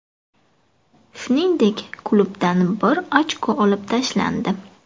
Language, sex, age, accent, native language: Uzbek, female, 18-24, Buxoro, Uzbek